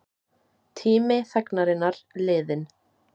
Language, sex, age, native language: Icelandic, female, 18-19, Icelandic